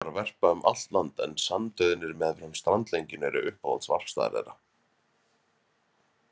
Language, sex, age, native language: Icelandic, male, 30-39, Icelandic